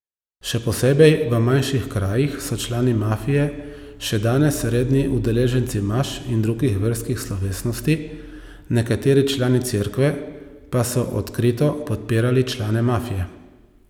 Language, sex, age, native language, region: Slovenian, male, 30-49, Slovenian, Savinja region